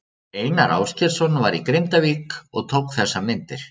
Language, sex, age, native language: Icelandic, male, 30-39, Icelandic